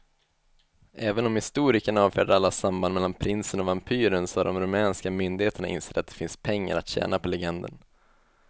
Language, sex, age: Swedish, male, 21